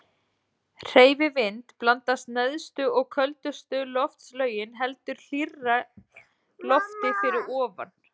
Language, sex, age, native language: Icelandic, female, 40-49, Icelandic